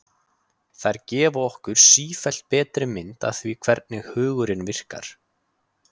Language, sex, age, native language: Icelandic, male, 20-29, Icelandic